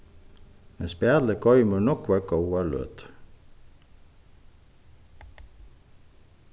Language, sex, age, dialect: Faroese, male, 36-60, Suðuroy